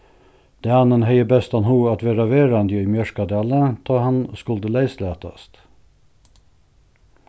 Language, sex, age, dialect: Faroese, male, 61+, Suðurstreymoy